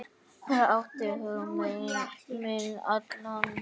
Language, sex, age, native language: Icelandic, female, 9, Icelandic